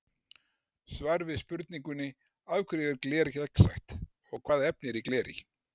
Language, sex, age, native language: Icelandic, male, 60-69, Icelandic